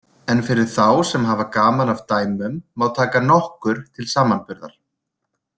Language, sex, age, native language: Icelandic, male, 20-29, Icelandic